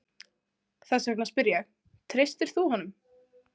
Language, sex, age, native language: Icelandic, female, 20-29, Icelandic